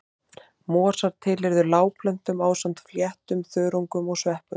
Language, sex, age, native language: Icelandic, male, 30-39, Icelandic